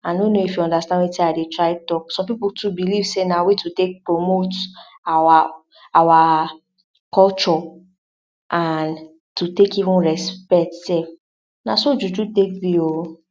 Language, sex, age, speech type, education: Nigerian Pidgin, female, 60+, spontaneous, tertiary